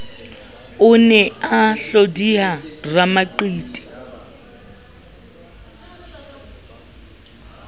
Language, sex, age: Southern Sotho, female, 30